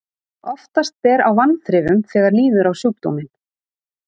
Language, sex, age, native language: Icelandic, female, 30-39, Icelandic